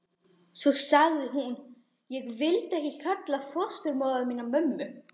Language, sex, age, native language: Icelandic, female, 12, Icelandic